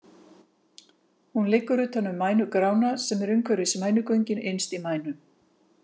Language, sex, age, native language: Icelandic, female, 50-59, Icelandic